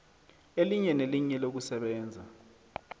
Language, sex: South Ndebele, male